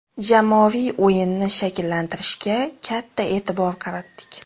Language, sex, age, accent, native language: Uzbek, female, 19-29, Xorazm, Uzbek